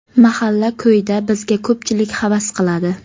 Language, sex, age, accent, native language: Uzbek, female, 25-34, Surxondaryo, Uzbek